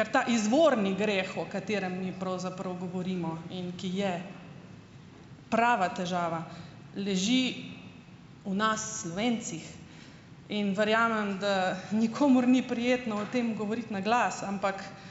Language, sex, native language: Slovenian, female, Slovenian